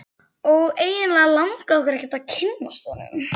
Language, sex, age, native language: Icelandic, female, 11, Icelandic